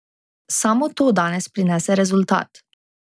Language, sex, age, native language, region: Slovenian, female, 18-29, Slovenian, Drava region